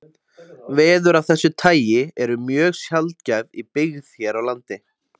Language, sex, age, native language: Icelandic, male, 20-29, Icelandic